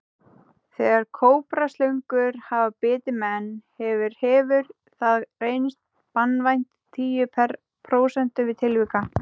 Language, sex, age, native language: Icelandic, female, 18-19, Icelandic